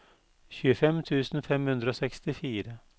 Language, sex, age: Norwegian, male, 52